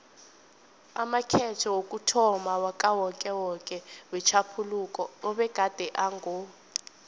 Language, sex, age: South Ndebele, female, 21